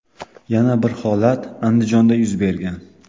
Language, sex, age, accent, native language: Uzbek, male, 18-24, Qashqadaryo, Uzbek